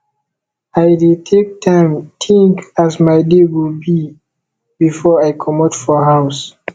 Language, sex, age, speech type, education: Nigerian Pidgin, male, 15-29, spontaneous, tertiary